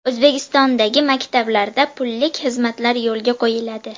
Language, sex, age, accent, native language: Uzbek, female, 12-17, Andijon, Uzbek